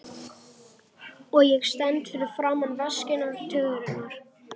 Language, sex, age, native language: Icelandic, male, 11, Icelandic